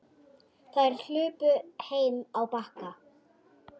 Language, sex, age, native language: Icelandic, female, 10, Icelandic